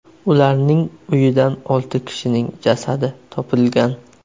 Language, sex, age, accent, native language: Uzbek, male, 25-34, Surxondaryo, Uzbek